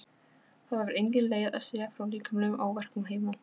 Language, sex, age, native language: Icelandic, female, 15, Polish